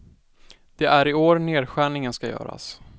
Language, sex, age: Swedish, male, 20